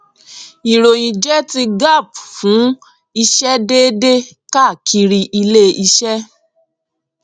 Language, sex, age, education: Yoruba, female, 15-29, tertiary